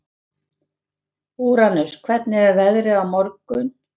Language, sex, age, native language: Icelandic, female, 70-79, Icelandic